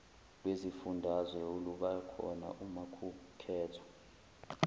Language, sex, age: Zulu, male, 20